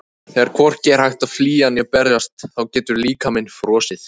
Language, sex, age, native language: Icelandic, male, 18-19, Icelandic